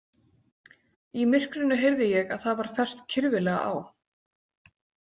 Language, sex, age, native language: Icelandic, female, 40-49, Icelandic